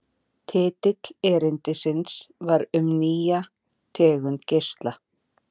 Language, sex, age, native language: Icelandic, female, 40-49, Icelandic